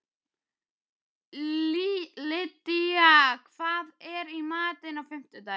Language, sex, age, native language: Icelandic, male, 12, Icelandic